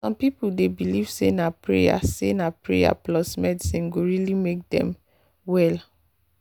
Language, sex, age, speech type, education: Nigerian Pidgin, female, 30-45, spontaneous, tertiary